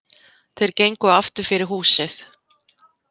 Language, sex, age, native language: Icelandic, female, 50-59, Icelandic